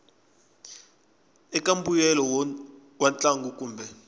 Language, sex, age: Tsonga, male, 24